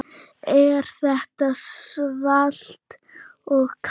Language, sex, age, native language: Icelandic, female, 9, Icelandic